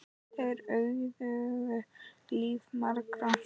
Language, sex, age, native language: Icelandic, male, 10, Icelandic